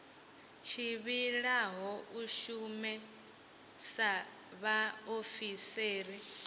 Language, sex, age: Venda, female, 18